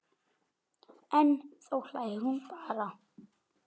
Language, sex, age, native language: Icelandic, male, 8, Icelandic